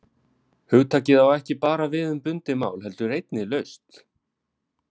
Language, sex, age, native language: Icelandic, male, 20-29, Icelandic